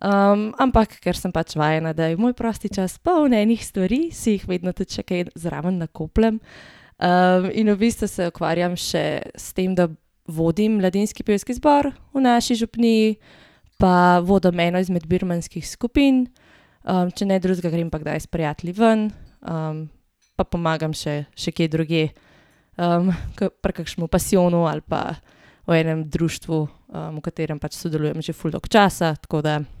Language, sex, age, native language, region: Slovenian, female, 18-29, Slovenian, Gorenjska region